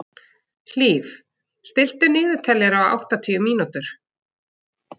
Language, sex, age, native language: Icelandic, female, 40-49, Icelandic